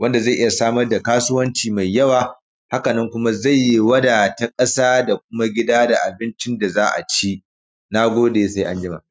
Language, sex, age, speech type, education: Hausa, male, 30-45, spontaneous, primary